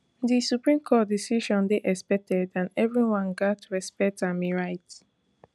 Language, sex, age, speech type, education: Nigerian Pidgin, female, 15-29, spontaneous, tertiary